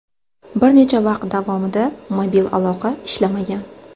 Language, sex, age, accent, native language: Uzbek, female, 25-34, Sirdaryo, Uzbek